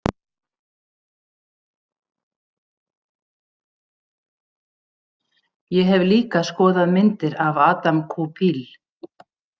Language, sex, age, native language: Icelandic, female, 60-69, Icelandic